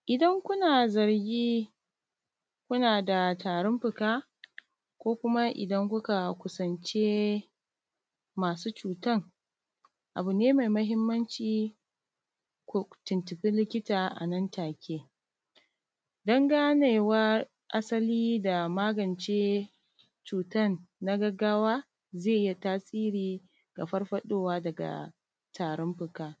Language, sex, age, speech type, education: Hausa, female, 30-45, spontaneous, tertiary